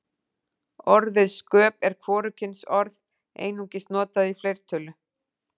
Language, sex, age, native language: Icelandic, female, 40-49, Icelandic